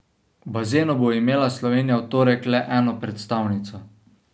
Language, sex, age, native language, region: Slovenian, male, 18-29, Slovenian, Savinja region